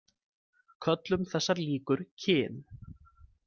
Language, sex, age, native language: Icelandic, male, 20-29, Icelandic